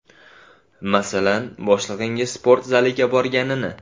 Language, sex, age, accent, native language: Uzbek, male, 18-24, Xorazm, Uzbek